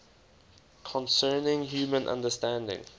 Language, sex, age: English, male, 19